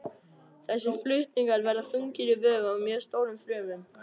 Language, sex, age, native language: Icelandic, male, 18-19, Icelandic